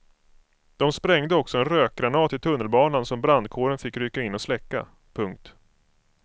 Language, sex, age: Swedish, male, 25